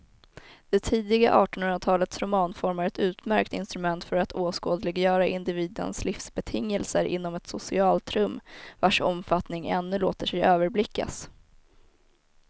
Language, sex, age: Swedish, female, 19